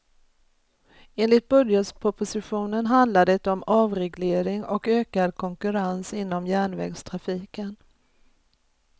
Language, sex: Swedish, female